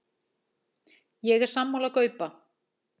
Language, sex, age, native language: Icelandic, female, 40-49, Icelandic